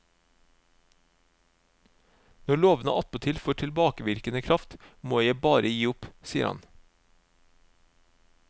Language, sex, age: Norwegian, male, 36